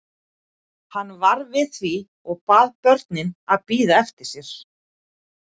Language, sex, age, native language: Icelandic, female, 40-49, Icelandic